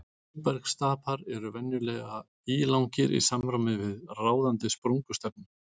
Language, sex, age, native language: Icelandic, male, 40-49, Icelandic